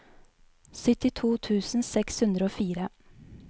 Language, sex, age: Norwegian, female, 20